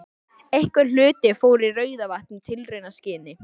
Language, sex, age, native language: Icelandic, male, 13, Icelandic